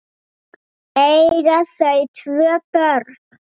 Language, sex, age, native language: Icelandic, female, 8, Icelandic